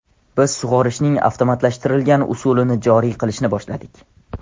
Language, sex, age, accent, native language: Uzbek, male, under 19, Andijon, Tajik